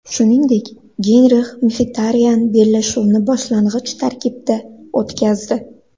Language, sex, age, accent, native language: Uzbek, female, 19-29, Andijon, Uzbek